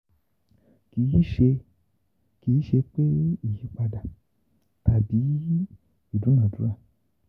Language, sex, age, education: Yoruba, male, 15-29, tertiary